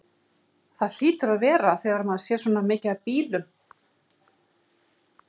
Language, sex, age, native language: Icelandic, female, 50-59, Icelandic